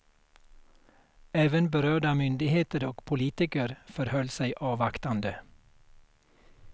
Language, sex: Swedish, male